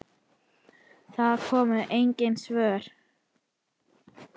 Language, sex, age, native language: Icelandic, female, 10, Icelandic